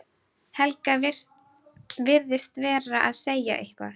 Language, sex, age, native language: Icelandic, female, 12, Icelandic